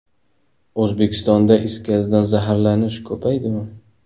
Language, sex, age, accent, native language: Uzbek, male, 18-24, Namangan, Uzbek